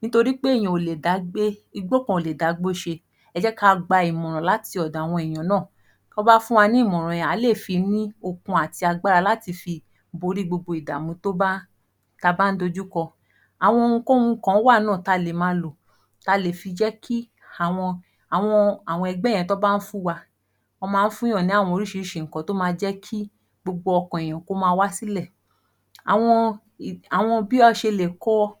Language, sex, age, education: Yoruba, female, 15-29, tertiary